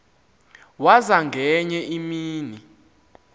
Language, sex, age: Xhosa, male, 19